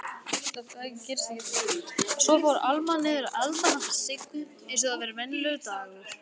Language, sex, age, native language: Icelandic, male, 18-19, Icelandic